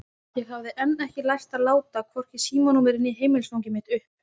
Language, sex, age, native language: Icelandic, female, 20-29, Icelandic